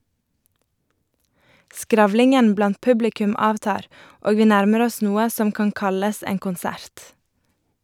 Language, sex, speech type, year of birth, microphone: Norwegian, female, read, 1989, Shure